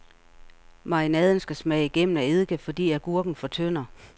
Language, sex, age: Danish, female, 48